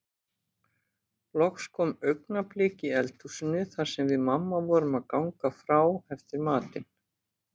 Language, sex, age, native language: Icelandic, female, 50-59, Icelandic